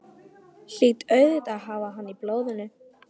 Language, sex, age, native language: Icelandic, female, 11, Icelandic